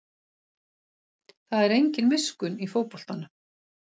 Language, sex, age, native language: Icelandic, female, 50-59, Icelandic